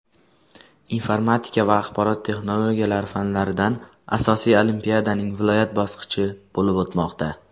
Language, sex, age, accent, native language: Uzbek, male, under 19, Surxondaryo, Uzbek